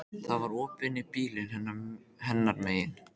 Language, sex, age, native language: Icelandic, male, 14, Icelandic